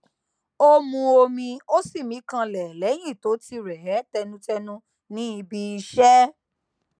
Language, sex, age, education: Yoruba, female, 15-29, tertiary